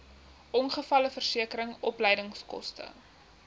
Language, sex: Afrikaans, female